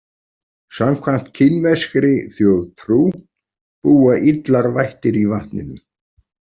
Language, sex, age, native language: Icelandic, male, 40-49, Icelandic